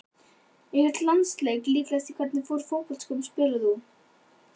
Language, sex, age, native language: Icelandic, male, 12, Icelandic